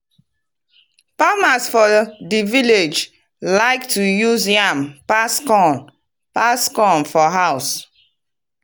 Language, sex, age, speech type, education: Nigerian Pidgin, female, 30-45, spontaneous, tertiary